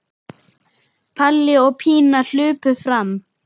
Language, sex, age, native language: Icelandic, male, 10, Icelandic